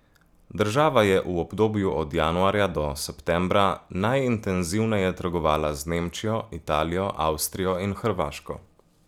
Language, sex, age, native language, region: Slovenian, male, 18-29, Slovenian, Gorica region